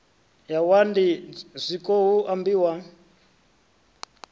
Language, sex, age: Venda, male, 33